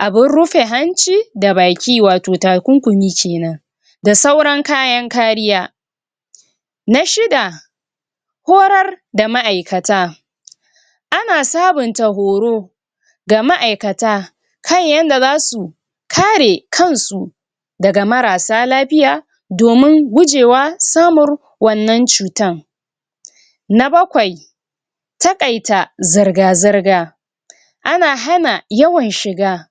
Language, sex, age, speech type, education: Hausa, female, 46-60, spontaneous, tertiary